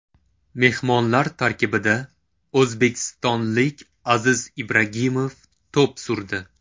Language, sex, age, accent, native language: Uzbek, male, 18-24, Toshkent shahri, Uzbek